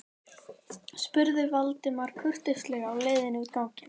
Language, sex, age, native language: Icelandic, female, 11, Icelandic